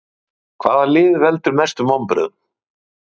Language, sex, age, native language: Icelandic, male, 40-49, Icelandic